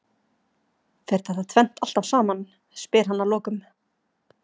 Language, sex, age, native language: Icelandic, female, 30-39, Icelandic